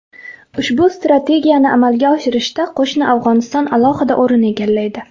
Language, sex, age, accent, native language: Uzbek, female, 19-29, Farg'ona, Uzbek